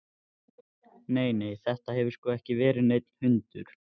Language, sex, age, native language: Icelandic, male, 14, Icelandic